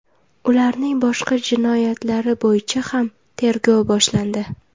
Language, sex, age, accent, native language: Uzbek, female, 18-24, Jizzax, Uzbek